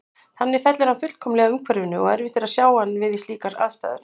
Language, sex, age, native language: Icelandic, female, 60-69, Icelandic